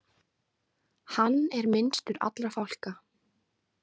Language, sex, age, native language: Icelandic, female, 20-29, Icelandic